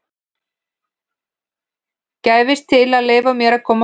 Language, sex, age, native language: Icelandic, female, 15, Icelandic